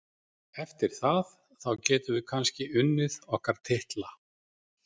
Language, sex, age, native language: Icelandic, male, 40-49, Icelandic